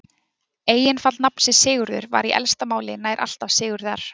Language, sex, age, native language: Icelandic, female, 20-29, Icelandic